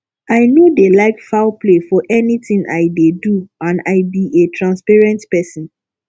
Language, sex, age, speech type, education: Nigerian Pidgin, female, 15-29, spontaneous, tertiary